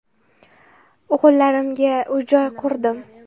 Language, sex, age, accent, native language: Uzbek, female, 18-24, Farg'ona, Uzbek